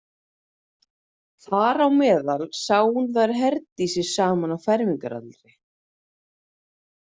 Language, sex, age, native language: Icelandic, female, 30-39, Icelandic